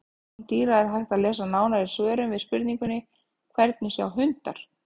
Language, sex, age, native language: Icelandic, female, 30-39, Icelandic